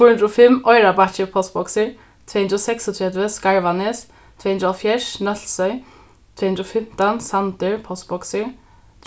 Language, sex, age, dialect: Faroese, female, 15-35, Norðuroyggjar